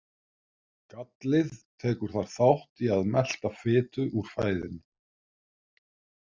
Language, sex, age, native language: Icelandic, male, 50-59, Icelandic